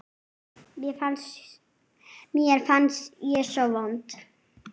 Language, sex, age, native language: Icelandic, female, 8, Icelandic